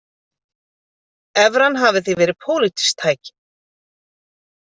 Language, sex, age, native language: Icelandic, female, 50-59, Icelandic